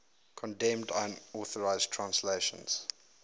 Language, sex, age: English, male, 22